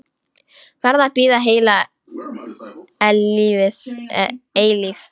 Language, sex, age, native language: Icelandic, female, 10, Icelandic